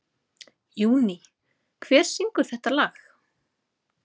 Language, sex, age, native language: Icelandic, female, 30-39, Icelandic